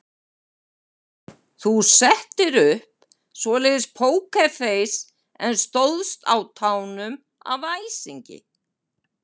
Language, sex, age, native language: Icelandic, female, 70-79, Icelandic